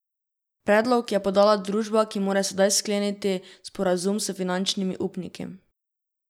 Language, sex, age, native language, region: Slovenian, female, 12-17, Slovenian, Drava region